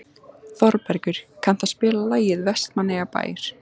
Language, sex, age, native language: Icelandic, female, 14, Icelandic